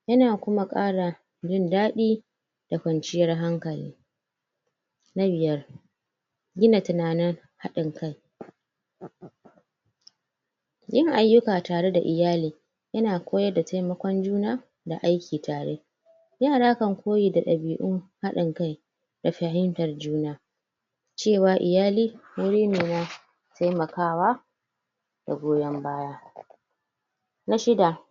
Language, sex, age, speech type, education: Hausa, female, 30-45, spontaneous, tertiary